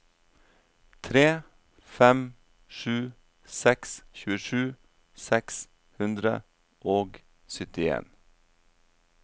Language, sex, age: Norwegian, male, 47